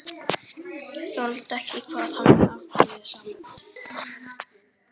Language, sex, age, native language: Icelandic, male, 11, Icelandic